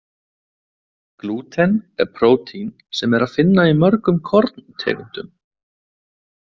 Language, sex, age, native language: Icelandic, male, 20-29, Icelandic